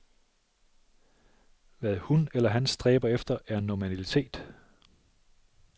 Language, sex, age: Danish, male, 37